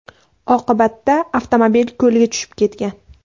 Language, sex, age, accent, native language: Uzbek, female, 18-24, Andijon, Uzbek